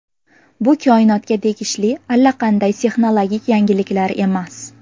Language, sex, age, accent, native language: Uzbek, female, 18-24, Farg'ona, Uzbek